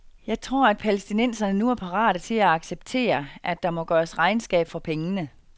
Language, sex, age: Danish, female, 49